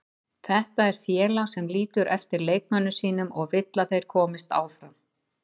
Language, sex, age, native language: Icelandic, female, 50-59, Icelandic